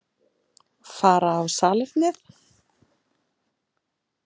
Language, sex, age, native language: Icelandic, female, 40-49, Icelandic